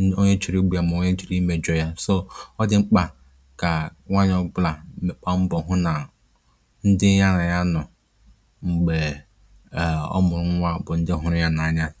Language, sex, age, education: Igbo, male, 15-29, tertiary